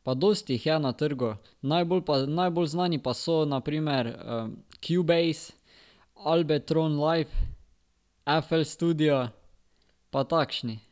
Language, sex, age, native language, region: Slovenian, male, 12-17, Slovenian, Drava region